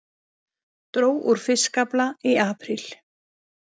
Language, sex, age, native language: Icelandic, female, 50-59, Icelandic